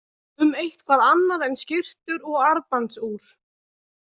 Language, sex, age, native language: Icelandic, female, 20-29, Icelandic